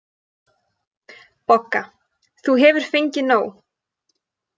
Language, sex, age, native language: Icelandic, female, 20-29, Icelandic